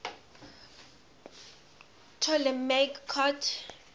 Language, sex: English, female